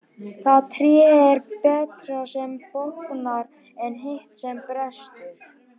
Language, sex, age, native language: Icelandic, male, 18-19, Icelandic